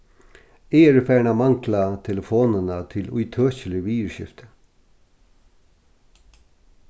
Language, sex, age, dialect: Faroese, male, 61+, Norðurstreymoy/Eysturoy